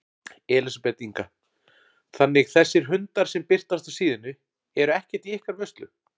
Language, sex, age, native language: Icelandic, male, 40-49, Icelandic